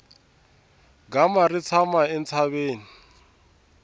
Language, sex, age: Tsonga, male, 24